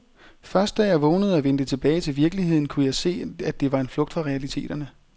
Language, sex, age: Danish, male, 30